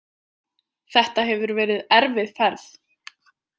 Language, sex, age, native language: Icelandic, female, 20-29, Icelandic